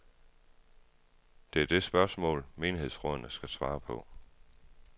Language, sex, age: Danish, male, 33